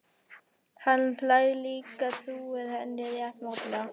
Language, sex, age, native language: Icelandic, female, 11, Icelandic